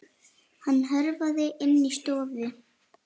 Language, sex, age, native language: Icelandic, female, 7, Icelandic